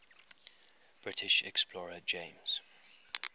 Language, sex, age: English, male, 21